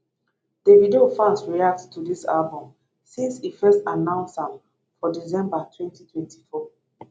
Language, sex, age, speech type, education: Nigerian Pidgin, female, 30-45, spontaneous, tertiary